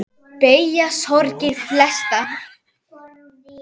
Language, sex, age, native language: Icelandic, female, 10, Icelandic